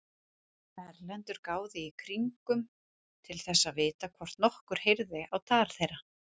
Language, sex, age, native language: Icelandic, female, 30-39, Icelandic